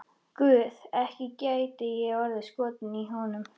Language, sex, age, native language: Icelandic, female, 13, Icelandic